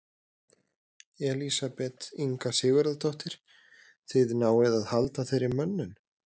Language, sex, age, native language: Icelandic, male, 30-39, Icelandic